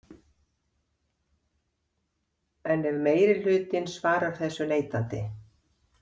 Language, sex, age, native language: Icelandic, female, 50-59, Icelandic